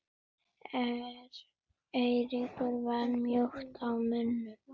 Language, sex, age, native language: Icelandic, female, 9, Icelandic